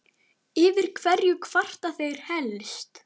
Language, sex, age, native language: Icelandic, male, 9, Icelandic